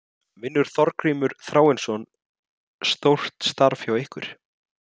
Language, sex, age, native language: Icelandic, male, 30-39, Icelandic